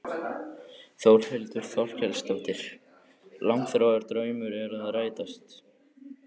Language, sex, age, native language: Icelandic, male, 14, Icelandic